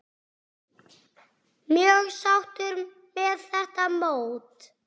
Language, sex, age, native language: Icelandic, male, 6, Icelandic